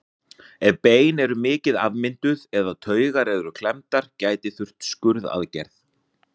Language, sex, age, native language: Icelandic, male, 40-49, Icelandic